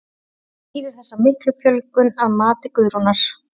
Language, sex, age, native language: Icelandic, female, 30-39, Icelandic